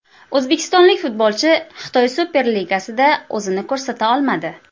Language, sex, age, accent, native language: Uzbek, female, 25-34, Qashqadaryo, Uzbek